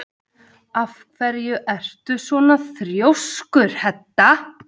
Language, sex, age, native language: Icelandic, female, 18-19, Icelandic